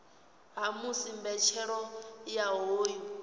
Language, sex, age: Venda, female, 18